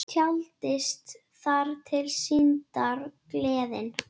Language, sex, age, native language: Icelandic, female, 10, Icelandic